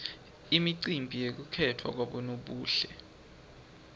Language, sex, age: Swati, male, 20